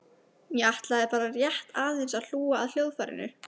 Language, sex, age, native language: Icelandic, female, 15, Icelandic